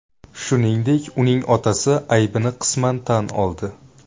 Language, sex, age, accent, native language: Uzbek, male, 19-29, Buxoro, Uzbek